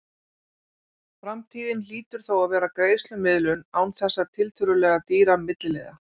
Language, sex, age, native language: Icelandic, female, 40-49, Icelandic